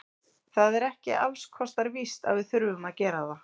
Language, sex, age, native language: Icelandic, female, 30-39, Icelandic